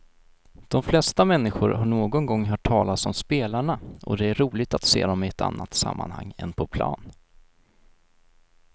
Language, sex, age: Swedish, male, 19